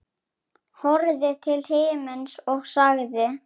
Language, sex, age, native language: Icelandic, male, 7, Icelandic